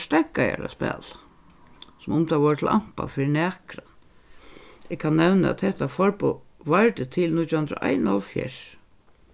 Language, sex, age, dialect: Faroese, female, 61+, Suðurstreymoy